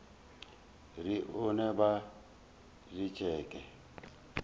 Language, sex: Northern Sotho, male